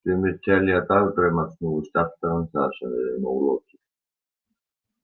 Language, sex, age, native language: Icelandic, male, 60-69, Icelandic